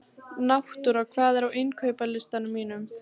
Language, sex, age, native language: Icelandic, female, 15, Icelandic